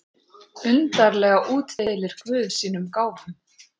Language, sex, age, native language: Icelandic, female, 40-49, Icelandic